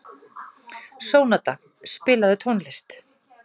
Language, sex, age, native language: Icelandic, female, 40-49, Icelandic